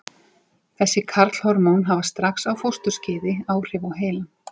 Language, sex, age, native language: Icelandic, female, 40-49, Icelandic